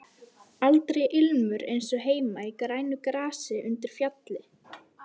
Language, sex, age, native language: Icelandic, female, 12, Icelandic